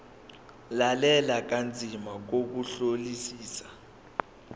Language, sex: Zulu, male